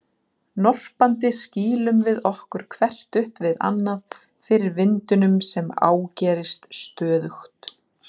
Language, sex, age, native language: Icelandic, female, 40-49, Icelandic